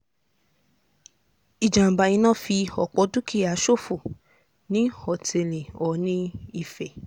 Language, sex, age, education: Yoruba, female, 15-29, tertiary